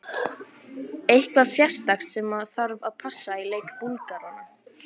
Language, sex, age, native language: Icelandic, female, 15, Icelandic